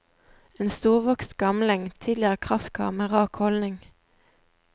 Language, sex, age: Norwegian, female, 20